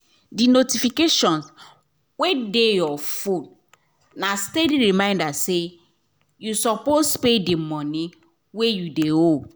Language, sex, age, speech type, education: Nigerian Pidgin, female, 30-45, spontaneous, tertiary